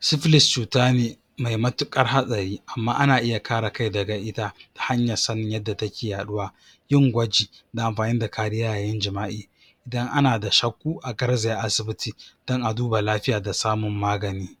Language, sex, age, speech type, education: Hausa, male, 46-60, spontaneous, tertiary